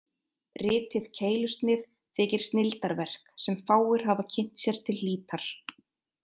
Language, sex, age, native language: Icelandic, female, 30-39, Icelandic